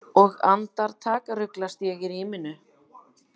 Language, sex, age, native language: Icelandic, female, 40-49, Icelandic